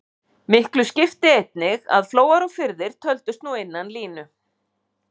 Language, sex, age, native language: Icelandic, female, 50-59, Icelandic